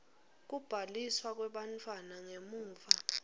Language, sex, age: Swati, female, 21